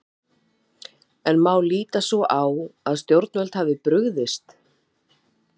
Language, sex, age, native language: Icelandic, female, 30-39, Icelandic